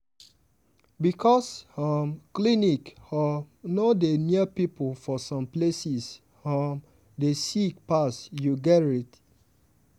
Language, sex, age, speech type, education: Nigerian Pidgin, male, 15-29, spontaneous, tertiary